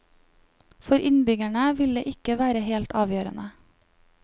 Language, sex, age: Norwegian, female, 25